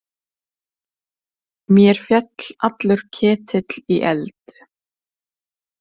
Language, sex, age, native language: Icelandic, female, 30-39, Icelandic